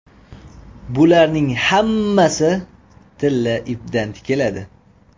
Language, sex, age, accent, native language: Uzbek, male, 25-34, Toshkent viloyati, Uzbek